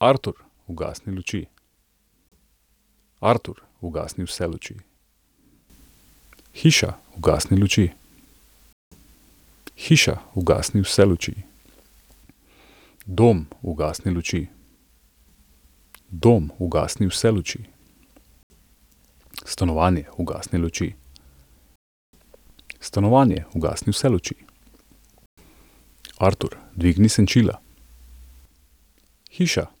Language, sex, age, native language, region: Slovenian, male, 30-49, Slovenian, Central Slovenia